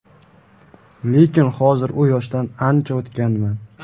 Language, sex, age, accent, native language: Uzbek, male, 18-24, Qashqadaryo, Uzbek